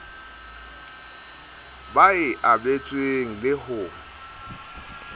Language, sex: Southern Sotho, male